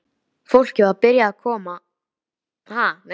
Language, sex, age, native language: Icelandic, female, 13, Icelandic